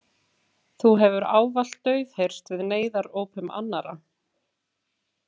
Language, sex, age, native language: Icelandic, female, 30-39, Icelandic